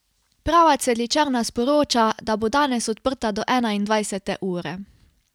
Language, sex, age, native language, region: Slovenian, female, 18-29, Slovenian, Carinthia region